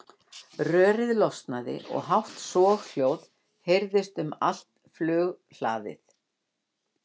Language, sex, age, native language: Icelandic, female, 60-69, Icelandic